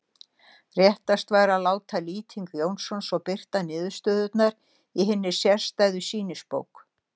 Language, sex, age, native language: Icelandic, female, 60-69, Icelandic